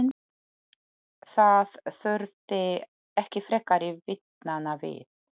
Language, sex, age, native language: Icelandic, female, 40-49, Polish